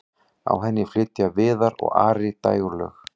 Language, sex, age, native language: Icelandic, male, 40-49, Icelandic